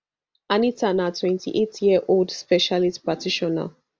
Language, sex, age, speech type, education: Nigerian Pidgin, female, 15-29, spontaneous, tertiary